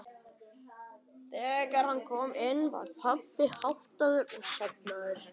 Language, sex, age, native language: Icelandic, male, 11, Icelandic